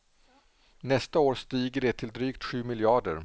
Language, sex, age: Swedish, male, 47